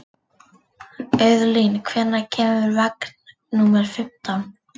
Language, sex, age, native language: Icelandic, female, 40-49, Icelandic